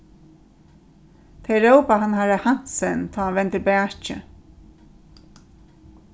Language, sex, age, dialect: Faroese, female, 36-60, Norðurstreymoy/Eysturoy